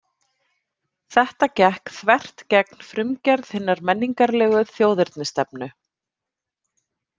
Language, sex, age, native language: Icelandic, female, 30-39, Icelandic